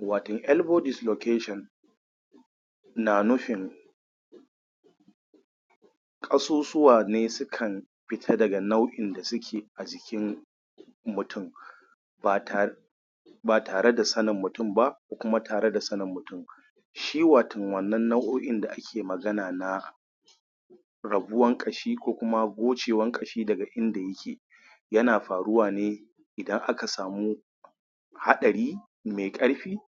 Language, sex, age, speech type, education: Hausa, male, 30-45, spontaneous, tertiary